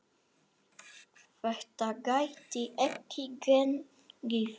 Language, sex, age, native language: Icelandic, male, 9, Icelandic